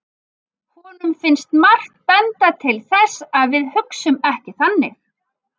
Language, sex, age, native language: Icelandic, female, 40-49, Icelandic